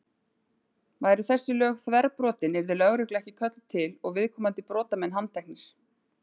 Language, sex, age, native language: Icelandic, female, 30-39, Icelandic